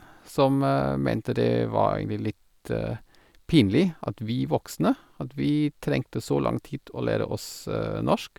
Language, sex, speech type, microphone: Norwegian, male, spontaneous, Sennheiser